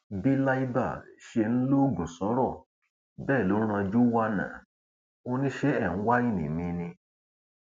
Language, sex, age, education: Yoruba, male, 30-45, tertiary